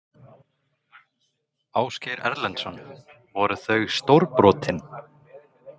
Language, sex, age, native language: Icelandic, male, 20-29, Icelandic